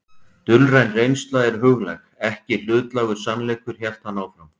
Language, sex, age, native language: Icelandic, male, 40-49, Icelandic